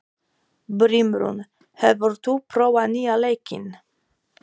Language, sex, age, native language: Icelandic, female, 40-49, Polish